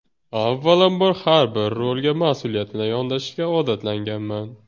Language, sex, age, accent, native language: Uzbek, male, 18-24, Surxondaryo, Uzbek